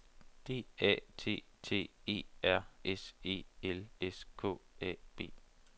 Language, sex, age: Danish, male, 29